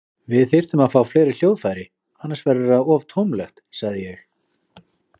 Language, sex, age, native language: Icelandic, male, 40-49, Icelandic